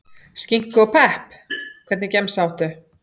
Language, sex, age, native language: Icelandic, female, 40-49, Icelandic